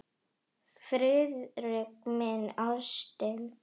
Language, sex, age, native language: Icelandic, female, 10, Icelandic